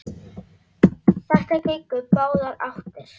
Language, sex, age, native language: Icelandic, female, 9, Icelandic